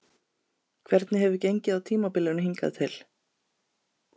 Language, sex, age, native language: Icelandic, female, 30-39, Icelandic